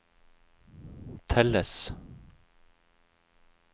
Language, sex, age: Norwegian, male, 31